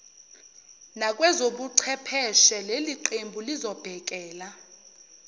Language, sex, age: Zulu, female, 29